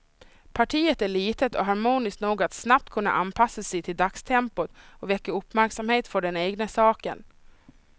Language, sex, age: Swedish, female, 26